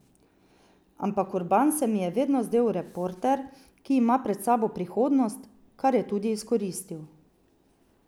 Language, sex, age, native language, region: Slovenian, female, 30-49, Slovenian, Drava region